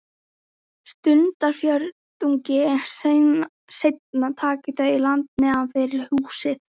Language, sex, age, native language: Icelandic, female, 13, Icelandic